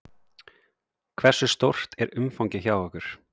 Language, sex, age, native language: Icelandic, male, 30-39, Icelandic